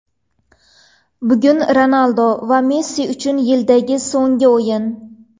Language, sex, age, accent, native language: Uzbek, female, 18-24, Toshkent viloyati, Uzbek